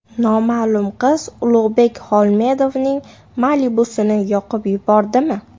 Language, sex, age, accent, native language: Uzbek, female, 18-24, Namangan, Uzbek